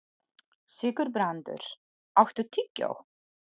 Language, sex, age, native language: Icelandic, female, 40-49, Polish